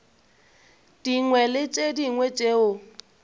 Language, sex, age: Northern Sotho, female, 22